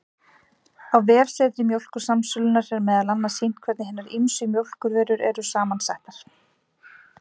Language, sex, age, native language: Icelandic, female, 40-49, Icelandic